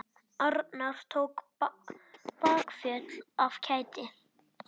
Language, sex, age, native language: Icelandic, male, 10, Icelandic